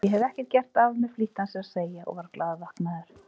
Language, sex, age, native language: Icelandic, female, 30-39, Icelandic